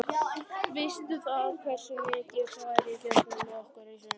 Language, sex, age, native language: Icelandic, male, 11, Icelandic